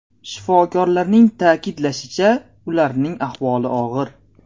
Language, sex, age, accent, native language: Uzbek, male, 19-29, Namangan, Uzbek